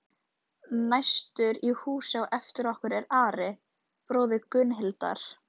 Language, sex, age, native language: Icelandic, female, 13, Icelandic